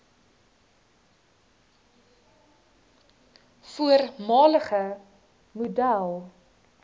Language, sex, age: Afrikaans, female, 19